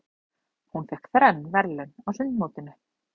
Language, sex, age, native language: Icelandic, female, 30-39, Icelandic